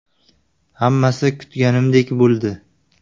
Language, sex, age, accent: Uzbek, male, 18-24, Surxondaryo